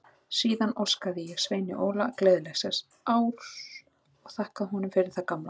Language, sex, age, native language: Icelandic, female, 30-39, Icelandic